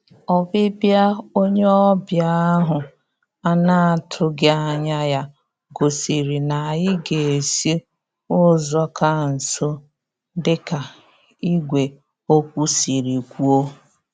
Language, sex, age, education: Igbo, female, 30-45, tertiary